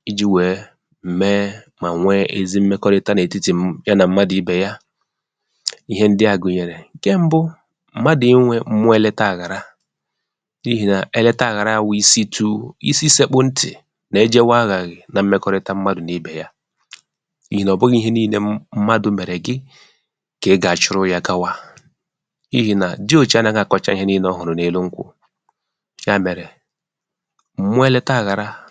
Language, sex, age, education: Igbo, male, 30-45, tertiary